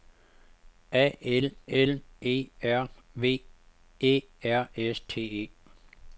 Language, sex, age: Danish, male, 52